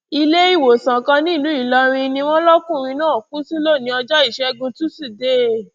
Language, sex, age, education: Yoruba, female, 15-29, tertiary